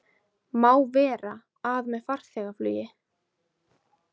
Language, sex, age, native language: Icelandic, female, 20-29, Icelandic